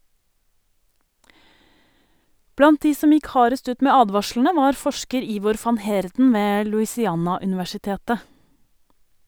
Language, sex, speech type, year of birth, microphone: Norwegian, female, read, 1971, Sennheiser